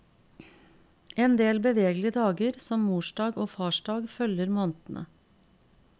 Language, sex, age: Norwegian, female, 50